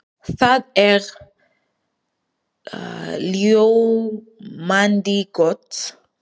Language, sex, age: Icelandic, female, 20-29